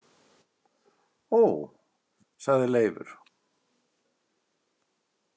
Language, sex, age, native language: Icelandic, male, 60-69, Icelandic